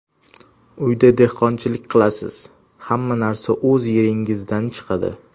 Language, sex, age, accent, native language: Uzbek, male, under 19, Toshkent shahri, Uzbek